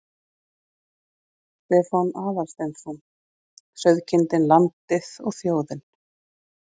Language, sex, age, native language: Icelandic, female, 40-49, Icelandic